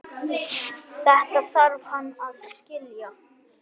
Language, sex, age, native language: Icelandic, male, 9, Icelandic